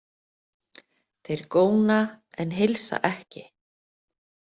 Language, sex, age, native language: Icelandic, female, 50-59, Icelandic